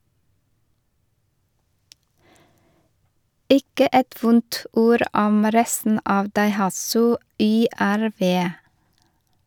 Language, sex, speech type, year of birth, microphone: Norwegian, female, read, 1973, Shure